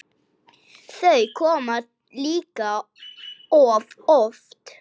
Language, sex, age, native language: Icelandic, male, 8, Icelandic